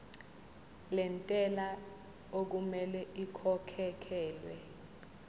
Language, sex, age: Zulu, female, 20